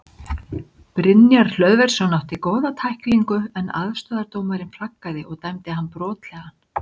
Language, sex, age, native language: Icelandic, male, 60-69, Icelandic